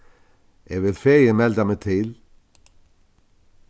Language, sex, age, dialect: Faroese, male, 61+, Vágar